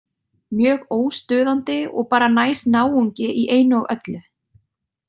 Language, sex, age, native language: Icelandic, female, 30-39, Icelandic